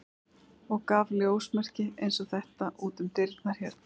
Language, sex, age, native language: Icelandic, female, 11, Icelandic